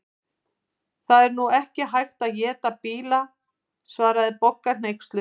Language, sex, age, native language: Icelandic, female, 50-59, Icelandic